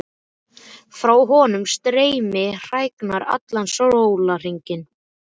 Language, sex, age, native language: Icelandic, male, 12, Icelandic